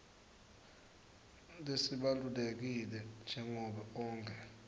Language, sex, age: Swati, male, 19